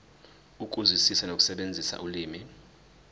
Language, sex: Zulu, male